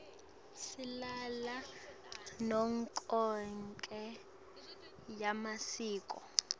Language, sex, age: Swati, female, 18